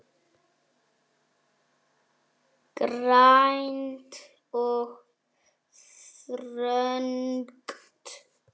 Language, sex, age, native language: Icelandic, male, 6, Icelandic